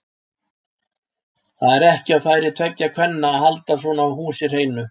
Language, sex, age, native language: Icelandic, male, 60-69, Icelandic